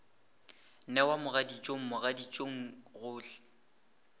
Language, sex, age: Northern Sotho, male, 18